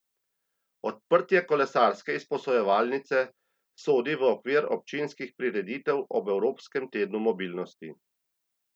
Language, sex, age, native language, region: Slovenian, male, 30-49, Slovenian, Central Slovenia